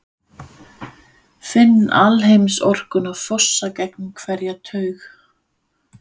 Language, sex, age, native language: Icelandic, female, 50-59, Danish